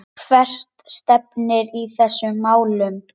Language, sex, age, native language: Icelandic, male, 10, Icelandic